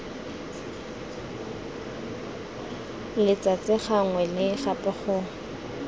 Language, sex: Tswana, female